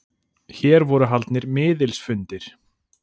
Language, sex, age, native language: Icelandic, male, 40-49, Icelandic